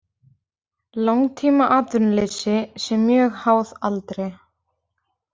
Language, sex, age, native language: Icelandic, female, 20-29, Icelandic